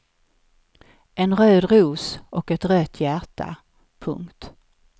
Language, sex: Swedish, female